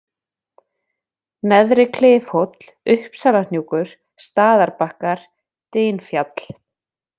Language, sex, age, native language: Icelandic, female, 20-29, Icelandic